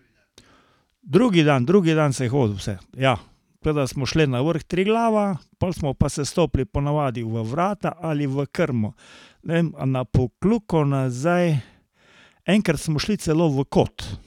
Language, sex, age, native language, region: Slovenian, male, 60+, Slovenian, Carinthia region